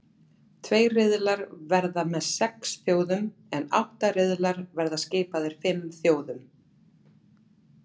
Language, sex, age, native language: Icelandic, female, 40-49, Icelandic